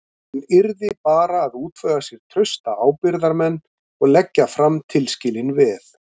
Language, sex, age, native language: Icelandic, male, 50-59, Icelandic